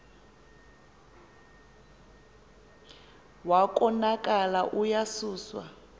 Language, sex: Xhosa, female